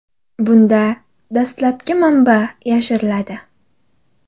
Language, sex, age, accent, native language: Uzbek, female, 18-24, Qoraqalpog'iston, Karakalpak